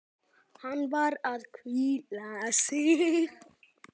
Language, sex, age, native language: Icelandic, male, 10, Icelandic